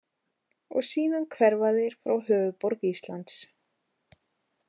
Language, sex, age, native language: Icelandic, female, 40-49, Icelandic